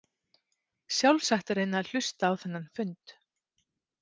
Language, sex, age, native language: Icelandic, female, 30-39, Icelandic